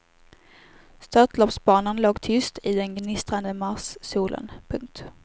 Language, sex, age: Swedish, female, 18